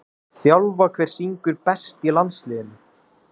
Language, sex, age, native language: Icelandic, male, 20-29, Icelandic